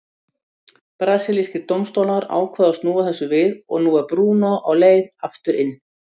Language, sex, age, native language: Icelandic, female, 60-69, Icelandic